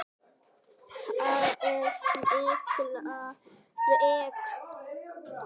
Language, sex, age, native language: Icelandic, male, 8, Icelandic